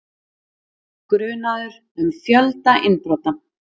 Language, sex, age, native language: Icelandic, female, 40-49, Icelandic